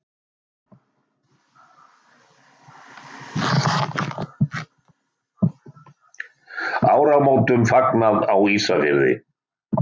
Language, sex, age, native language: Icelandic, male, 60-69, Icelandic